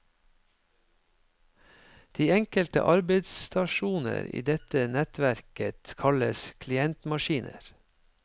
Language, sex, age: Norwegian, male, 53